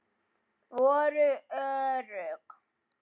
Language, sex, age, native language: Icelandic, male, 10, Icelandic